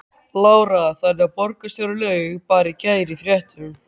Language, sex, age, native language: Icelandic, male, 13, Icelandic